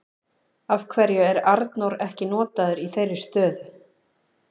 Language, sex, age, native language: Icelandic, female, 30-39, Icelandic